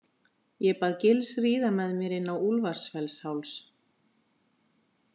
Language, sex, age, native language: Icelandic, female, 50-59, Icelandic